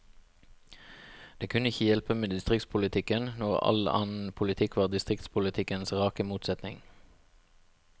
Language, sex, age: Norwegian, male, 36